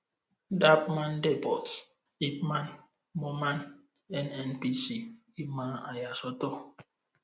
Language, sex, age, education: Yoruba, female, 15-29, tertiary